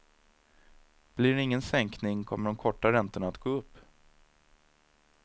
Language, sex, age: Swedish, male, 30